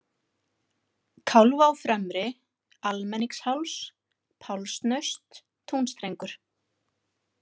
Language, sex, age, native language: Icelandic, female, 40-49, Icelandic